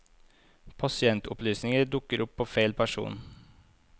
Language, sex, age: Norwegian, male, 25